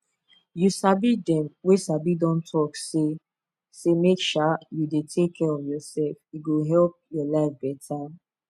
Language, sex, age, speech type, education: Nigerian Pidgin, female, 15-29, spontaneous, tertiary